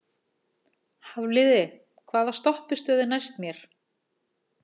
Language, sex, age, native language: Icelandic, female, 40-49, Icelandic